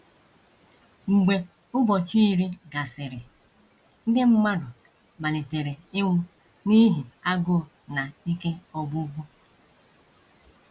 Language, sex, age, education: Igbo, female, 46-60, tertiary